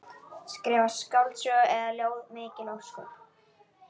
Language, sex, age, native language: Icelandic, male, 11, Icelandic